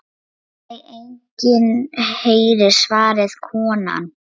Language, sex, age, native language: Icelandic, female, 9, Lithuanian